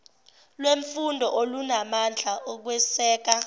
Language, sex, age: Zulu, female, 17